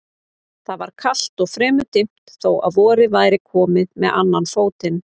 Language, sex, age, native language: Icelandic, female, 30-39, Icelandic